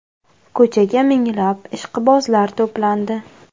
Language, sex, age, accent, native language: Uzbek, female, 18-24, Navoiy, Uzbek